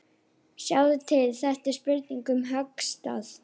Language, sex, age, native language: Icelandic, female, 11, Icelandic